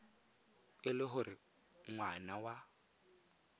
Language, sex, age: Tswana, male, 20